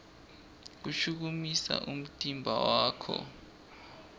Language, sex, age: Swati, male, 20